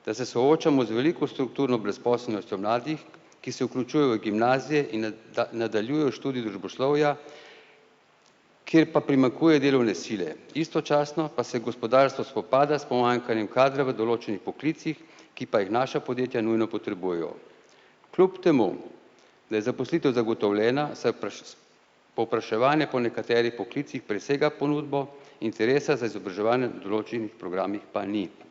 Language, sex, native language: Slovenian, male, Slovenian